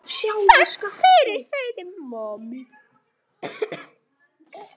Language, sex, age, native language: Icelandic, male, 9, Icelandic